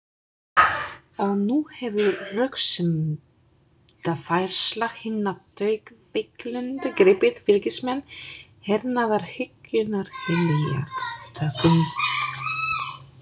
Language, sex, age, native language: Icelandic, female, 20-29, Polish